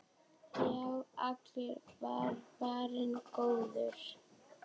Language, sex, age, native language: Icelandic, male, 7, Icelandic